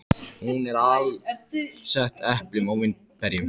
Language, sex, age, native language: Icelandic, male, 14, Icelandic